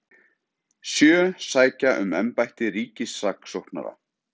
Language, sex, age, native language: Icelandic, male, 30-39, Icelandic